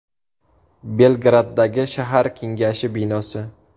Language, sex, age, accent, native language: Uzbek, male, 18-24, Surxondaryo, Uzbek